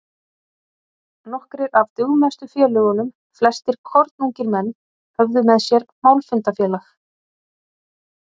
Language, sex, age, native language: Icelandic, female, 30-39, Icelandic